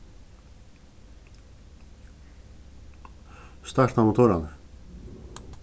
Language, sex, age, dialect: Faroese, male, 36-60, Suðuroy